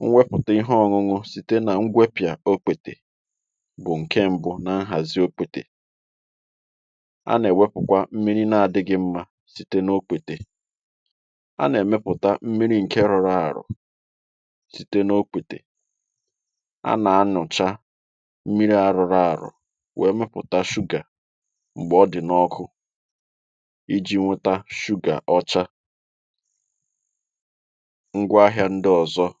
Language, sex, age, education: Igbo, male, 30-45, tertiary